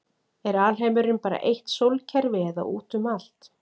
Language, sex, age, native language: Icelandic, female, 40-49, Icelandic